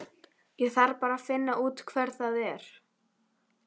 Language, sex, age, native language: Icelandic, female, 11, Icelandic